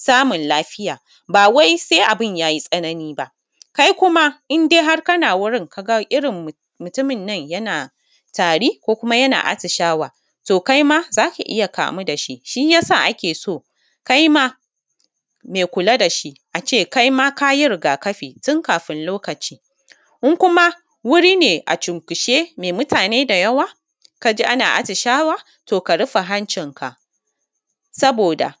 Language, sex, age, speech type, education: Hausa, female, 15-29, spontaneous, tertiary